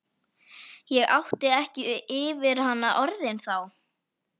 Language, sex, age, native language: Icelandic, female, 11, Icelandic